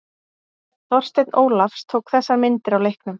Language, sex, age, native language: Icelandic, female, 40-49, Icelandic